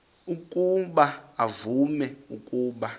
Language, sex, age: Xhosa, male, 26